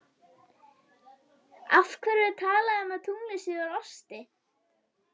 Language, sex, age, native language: Icelandic, female, 21, Icelandic